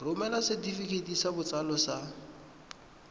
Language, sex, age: Tswana, male, 20